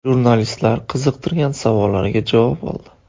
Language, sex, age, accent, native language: Uzbek, male, 18-24, Andijon, Uzbek